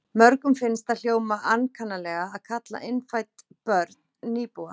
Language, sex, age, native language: Icelandic, female, 40-49, Icelandic